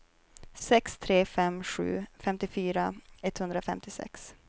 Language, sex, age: Swedish, female, 23